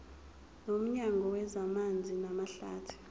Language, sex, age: Zulu, female, 23